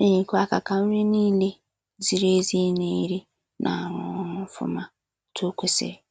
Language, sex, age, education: Igbo, female, 15-29, secondary